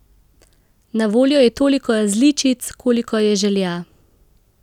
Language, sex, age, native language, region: Slovenian, female, 18-29, Slovenian, Central Slovenia